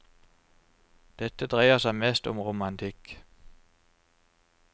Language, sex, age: Norwegian, male, 29